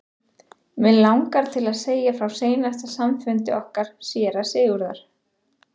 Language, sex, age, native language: Icelandic, female, 30-39, Icelandic